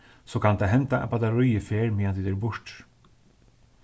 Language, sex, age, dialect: Faroese, male, 36-60, Suðurstreymoy